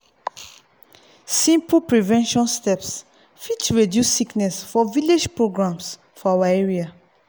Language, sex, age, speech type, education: Nigerian Pidgin, female, 30-45, spontaneous, tertiary